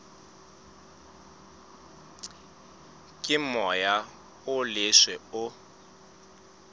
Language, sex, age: Southern Sotho, male, 35